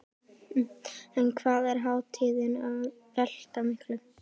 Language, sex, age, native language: Icelandic, female, 12, Icelandic